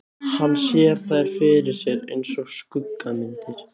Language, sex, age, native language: Icelandic, other, 15, Icelandic